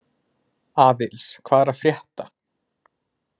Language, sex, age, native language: Icelandic, male, 20-29, Icelandic